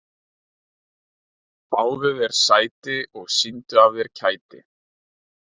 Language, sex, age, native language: Icelandic, male, 30-39, Icelandic